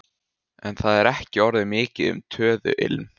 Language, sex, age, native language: Icelandic, male, 15, Icelandic